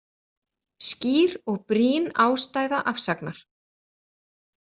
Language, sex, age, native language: Icelandic, female, 40-49, Icelandic